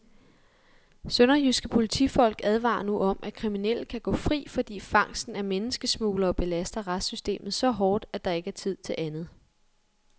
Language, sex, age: Danish, female, 23